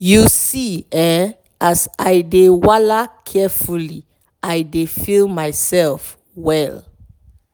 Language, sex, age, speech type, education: Nigerian Pidgin, female, 30-45, spontaneous, tertiary